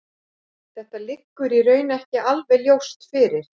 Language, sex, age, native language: Icelandic, female, 40-49, Icelandic